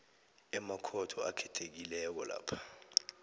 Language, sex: South Ndebele, male